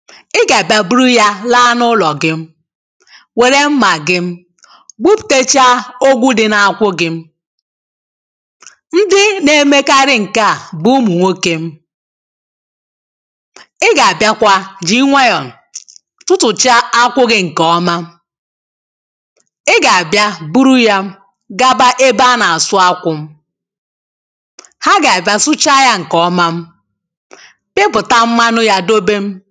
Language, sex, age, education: Igbo, female, 15-29, tertiary